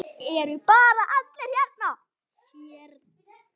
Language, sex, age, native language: Icelandic, female, 9, Icelandic